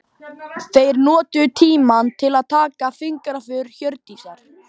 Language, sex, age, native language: Icelandic, male, 12, Icelandic